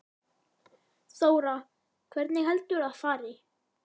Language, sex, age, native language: Icelandic, male, 9, Icelandic